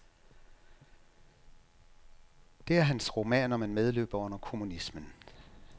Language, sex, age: Danish, male, 67